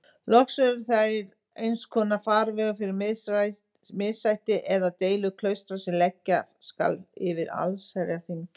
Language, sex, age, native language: Icelandic, female, 50-59, Icelandic